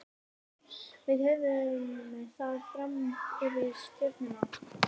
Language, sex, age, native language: Icelandic, female, 18-19, Icelandic